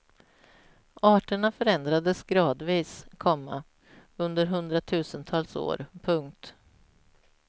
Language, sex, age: Swedish, female, 46